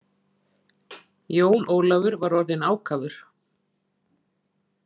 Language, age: Icelandic, 40-49